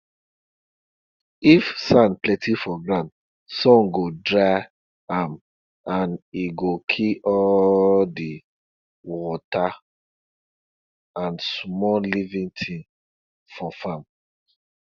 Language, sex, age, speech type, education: Nigerian Pidgin, male, 30-45, spontaneous, tertiary